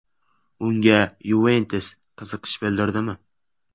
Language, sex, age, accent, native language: Uzbek, male, 18-24, Samarqand, Uzbek